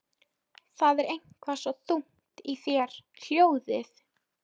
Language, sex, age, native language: Icelandic, female, 13, Polish